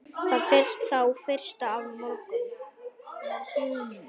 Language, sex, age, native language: Icelandic, male, 9, Icelandic